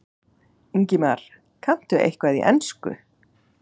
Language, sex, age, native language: Icelandic, female, 8, Icelandic